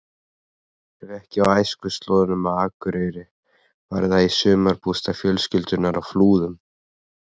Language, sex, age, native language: Icelandic, male, 30-39, Icelandic